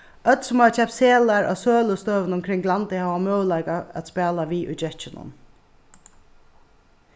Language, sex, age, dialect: Faroese, female, 36-60, Suðurstreymoy